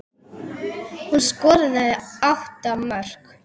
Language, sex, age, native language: Icelandic, female, 8, Icelandic